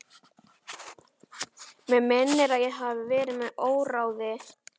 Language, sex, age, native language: Icelandic, male, 11, Icelandic